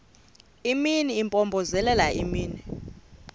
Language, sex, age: Xhosa, female, 28